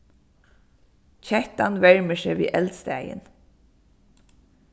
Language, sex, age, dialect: Faroese, female, 15-35, Suðurstreymoy